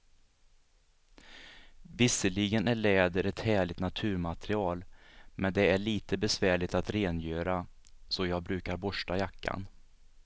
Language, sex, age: Swedish, male, 37